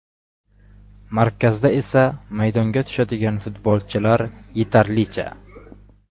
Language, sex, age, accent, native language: Uzbek, male, 18-24, Samarqand, Uzbek